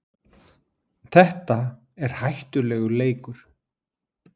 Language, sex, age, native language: Icelandic, male, 40-49, Icelandic